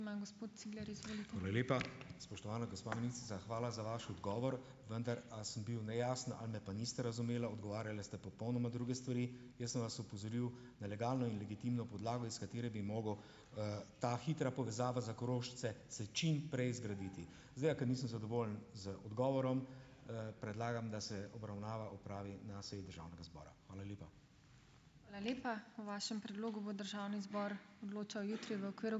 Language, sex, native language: Slovenian, male, Slovenian